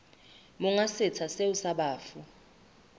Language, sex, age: Southern Sotho, female, 24